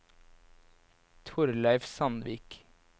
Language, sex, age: Norwegian, male, 24